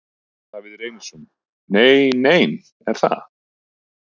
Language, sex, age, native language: Icelandic, male, 30-39, Icelandic